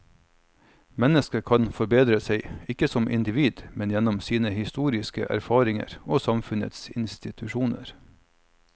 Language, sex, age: Norwegian, male, 45